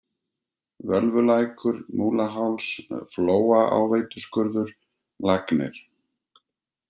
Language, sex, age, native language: Icelandic, male, 50-59, Icelandic